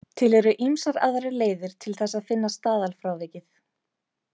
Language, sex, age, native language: Icelandic, female, 30-39, Icelandic